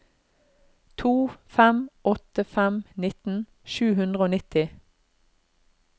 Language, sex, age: Norwegian, female, 32